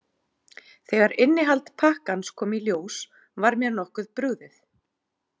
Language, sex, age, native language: Icelandic, female, 40-49, Icelandic